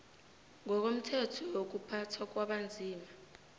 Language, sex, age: South Ndebele, female, 18